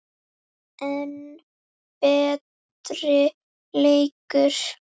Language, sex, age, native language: Icelandic, female, 7, Icelandic